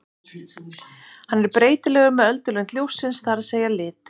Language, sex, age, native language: Icelandic, female, 30-39, Icelandic